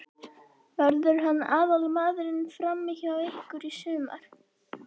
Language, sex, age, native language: Icelandic, female, 11, Icelandic